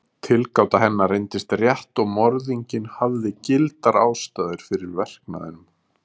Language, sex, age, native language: Icelandic, male, 30-39, Icelandic